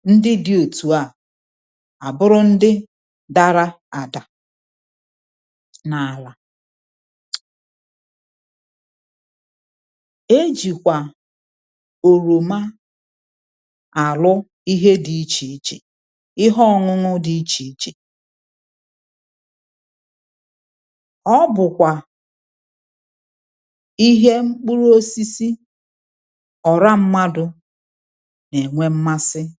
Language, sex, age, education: Igbo, female, 30-45, tertiary